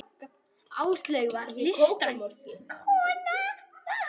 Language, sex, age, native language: Icelandic, male, 10, Icelandic